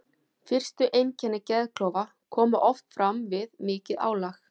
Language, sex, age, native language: Icelandic, female, 40-49, Icelandic